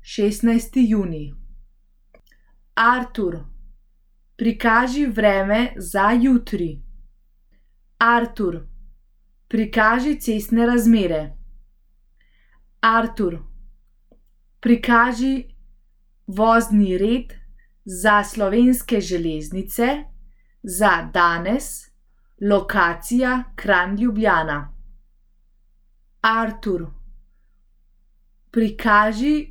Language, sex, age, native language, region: Slovenian, female, 18-29, Slovenian, Central Slovenia